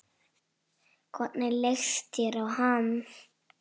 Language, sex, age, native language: Icelandic, female, 7, Icelandic